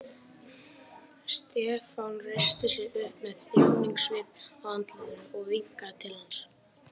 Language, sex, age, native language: Icelandic, male, 18-19, Icelandic